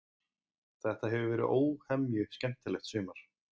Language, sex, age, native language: Icelandic, male, 20-29, Icelandic